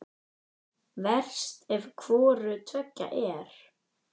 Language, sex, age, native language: Icelandic, female, 10, Icelandic